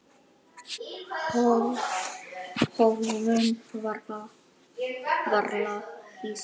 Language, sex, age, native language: Icelandic, male, 9, Icelandic